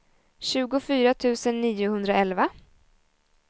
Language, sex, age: Swedish, female, 20